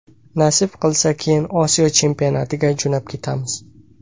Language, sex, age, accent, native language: Uzbek, male, 18-24, Samarqand, Uzbek